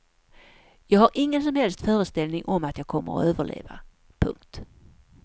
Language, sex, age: Swedish, female, 54